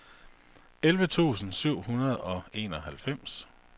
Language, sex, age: Danish, male, 48